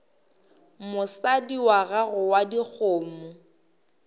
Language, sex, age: Northern Sotho, female, 23